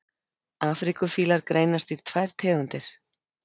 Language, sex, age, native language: Icelandic, female, 50-59, Icelandic